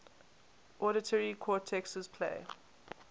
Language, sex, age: English, female, 18